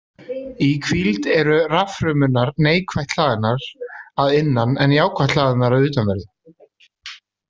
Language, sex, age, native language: Icelandic, male, 30-39, Icelandic